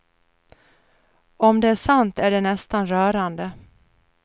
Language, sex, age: Swedish, female, 49